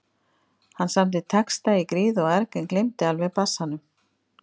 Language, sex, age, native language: Icelandic, female, 50-59, Icelandic